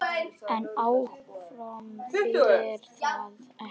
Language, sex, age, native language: Icelandic, other, 10, Icelandic